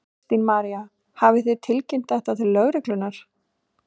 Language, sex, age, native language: Icelandic, female, 30-39, Icelandic